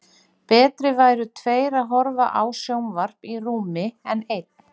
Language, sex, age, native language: Icelandic, female, 40-49, Icelandic